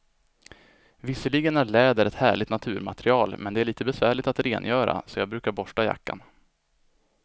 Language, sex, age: Swedish, male, 25